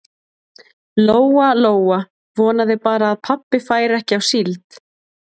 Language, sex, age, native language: Icelandic, female, 20-29, Icelandic